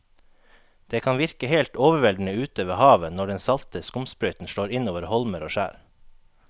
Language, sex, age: Norwegian, male, 21